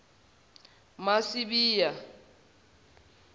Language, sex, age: Zulu, male, 18